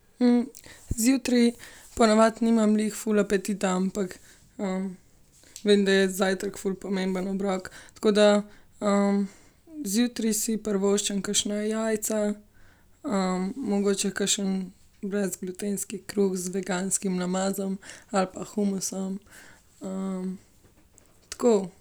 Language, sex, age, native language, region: Slovenian, female, 18-29, Slovenian, Central Slovenia